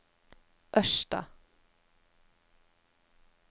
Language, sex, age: Norwegian, female, 30